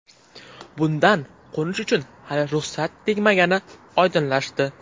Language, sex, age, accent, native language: Uzbek, male, 12-17, Farg'ona, Uzbek